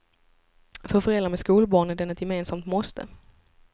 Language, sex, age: Swedish, female, 25